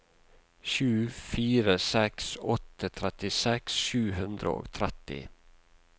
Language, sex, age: Norwegian, male, 48